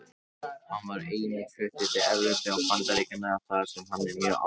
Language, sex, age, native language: Icelandic, male, 18-19, Icelandic